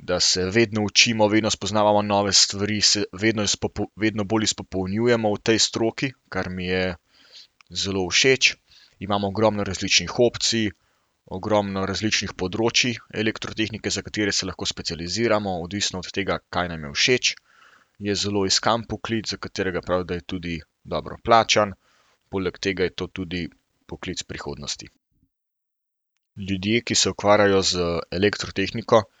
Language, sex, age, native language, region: Slovenian, male, 18-29, Slovenian, Central Slovenia